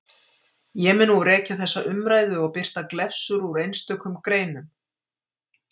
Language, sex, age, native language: Icelandic, female, 50-59, Icelandic